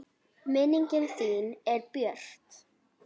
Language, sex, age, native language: Icelandic, female, 8, Icelandic